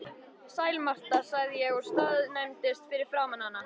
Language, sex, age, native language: Icelandic, female, 13, Icelandic